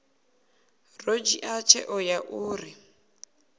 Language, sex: Venda, female